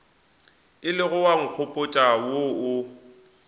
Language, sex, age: Northern Sotho, male, 20